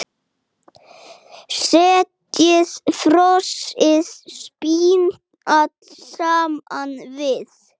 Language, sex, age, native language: Icelandic, male, 8, Icelandic